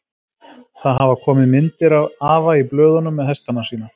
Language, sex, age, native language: Icelandic, male, 30-39, Icelandic